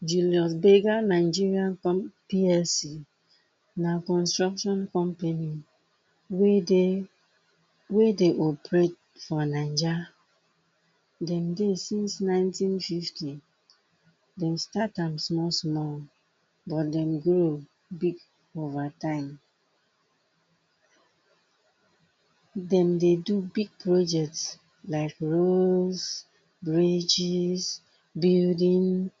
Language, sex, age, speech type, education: Nigerian Pidgin, female, 30-45, spontaneous, tertiary